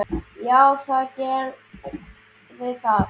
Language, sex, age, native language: Icelandic, male, 10, Icelandic